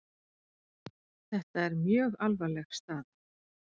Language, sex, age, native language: Icelandic, female, 40-49, Icelandic